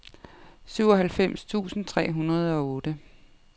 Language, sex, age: Danish, female, 55